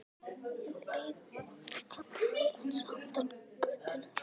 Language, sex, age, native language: Icelandic, female, 11, Icelandic